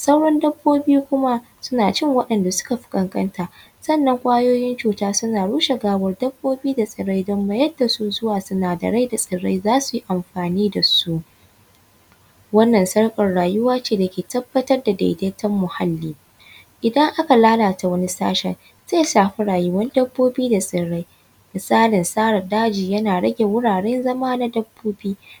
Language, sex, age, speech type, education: Hausa, female, 15-29, spontaneous, tertiary